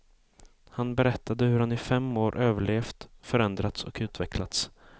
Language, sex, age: Swedish, male, 18